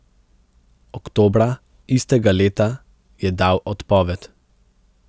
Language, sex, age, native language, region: Slovenian, male, 18-29, Slovenian, Central Slovenia